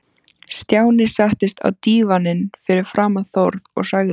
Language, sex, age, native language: Icelandic, female, 14, Icelandic